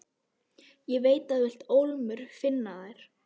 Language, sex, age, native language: Icelandic, female, 12, Icelandic